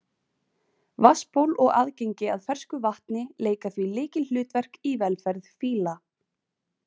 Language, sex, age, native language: Icelandic, female, 20-29, Icelandic